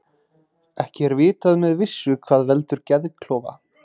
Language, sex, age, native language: Icelandic, male, 30-39, Icelandic